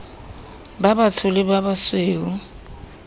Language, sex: Southern Sotho, female